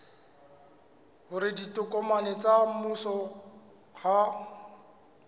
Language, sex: Southern Sotho, male